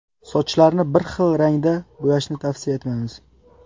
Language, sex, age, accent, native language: Uzbek, male, 18-24, Qashqadaryo, Uzbek